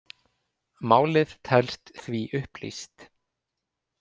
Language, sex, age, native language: Icelandic, male, 20-29, Icelandic